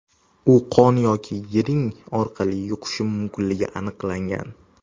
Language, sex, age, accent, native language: Uzbek, male, under 19, Toshkent shahri, Uzbek